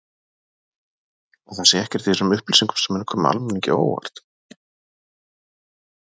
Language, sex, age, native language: Icelandic, male, 40-49, Icelandic